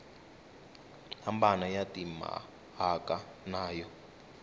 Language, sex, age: Tsonga, male, 19